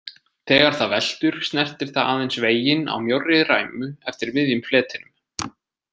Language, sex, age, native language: Icelandic, male, 20-29, Icelandic